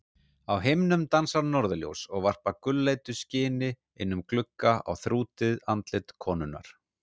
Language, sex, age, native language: Icelandic, male, 40-49, Icelandic